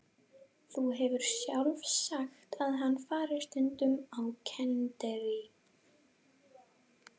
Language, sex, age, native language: Icelandic, female, 11, Icelandic